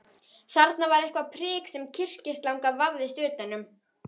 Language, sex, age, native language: Icelandic, female, 11, Icelandic